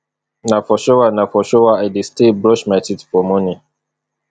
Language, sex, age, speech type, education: Nigerian Pidgin, male, 30-45, spontaneous, tertiary